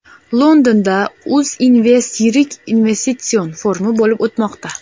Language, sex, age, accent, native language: Uzbek, female, 18-24, Andijon, Uzbek